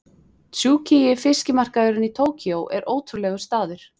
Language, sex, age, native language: Icelandic, female, 20-29, Icelandic